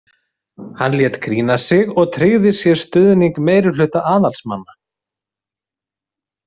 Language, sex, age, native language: Icelandic, male, 30-39, Icelandic